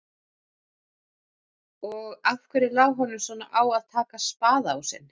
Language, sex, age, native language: Icelandic, male, 40-49, Icelandic